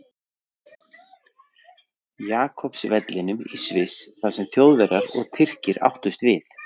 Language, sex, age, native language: Icelandic, male, 40-49, Icelandic